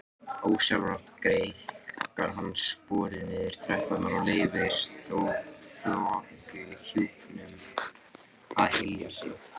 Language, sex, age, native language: Icelandic, male, 18-19, Icelandic